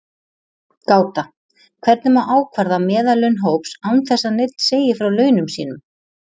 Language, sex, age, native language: Icelandic, female, 30-39, Icelandic